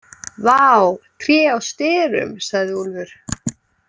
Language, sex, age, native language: Icelandic, female, 18-19, Icelandic